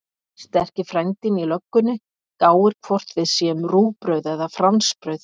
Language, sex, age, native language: Icelandic, female, 50-59, Icelandic